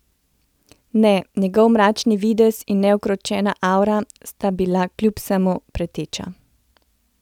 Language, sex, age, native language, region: Slovenian, female, 30-49, Slovenian, Central Slovenia